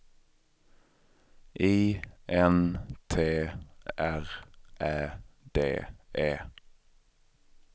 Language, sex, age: Swedish, male, 23